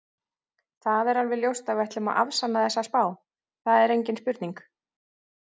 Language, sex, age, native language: Icelandic, female, 30-39, Icelandic